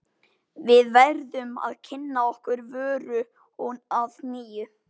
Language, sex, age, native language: Icelandic, male, 12, Icelandic